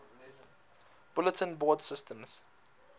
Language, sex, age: English, male, 19